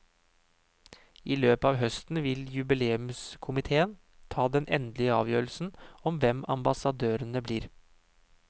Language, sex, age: Norwegian, male, 31